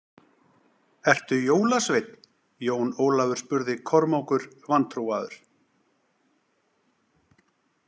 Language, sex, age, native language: Icelandic, male, 40-49, Icelandic